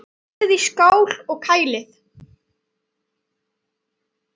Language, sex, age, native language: Icelandic, male, 9, Icelandic